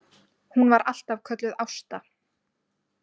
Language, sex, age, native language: Icelandic, female, 20-29, Icelandic